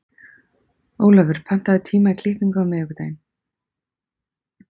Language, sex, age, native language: Icelandic, female, 30-39, Icelandic